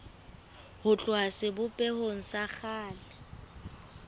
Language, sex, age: Southern Sotho, female, 24